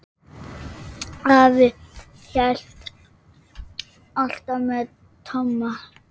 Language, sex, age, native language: Icelandic, female, 8, Icelandic